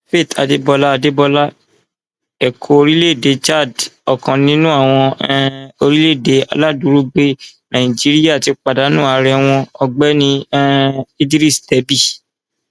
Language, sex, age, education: Yoruba, male, 15-29, tertiary